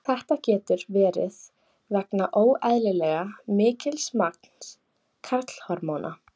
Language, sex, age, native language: Icelandic, female, 18-19, Icelandic